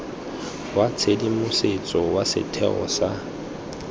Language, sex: Tswana, male